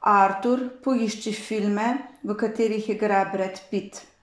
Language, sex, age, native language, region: Slovenian, female, 50-59, Slovenian, Savinja region